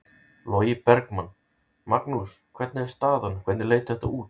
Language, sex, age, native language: Icelandic, male, 30-39, Icelandic